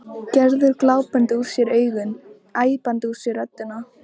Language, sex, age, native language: Icelandic, female, 13, Icelandic